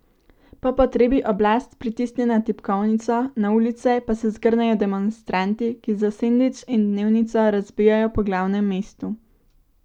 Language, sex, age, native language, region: Slovenian, female, 18-29, Slovenian, Central Slovenia